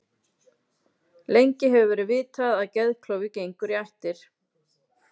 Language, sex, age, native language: Icelandic, female, 30-39, Icelandic